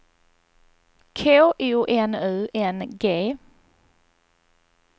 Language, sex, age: Swedish, female, 39